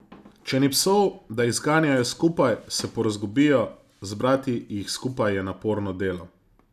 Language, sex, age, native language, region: Slovenian, male, 30-49, Slovenian, Zasavska region